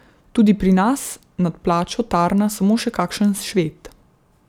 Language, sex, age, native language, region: Slovenian, female, 18-29, Slovenian, Central Slovenia